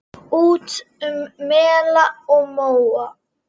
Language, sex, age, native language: Icelandic, female, 10, Icelandic